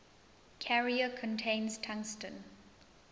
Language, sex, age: English, female, 20